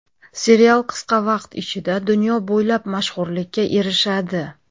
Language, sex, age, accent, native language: Uzbek, female, 30-39, Andijon, Uzbek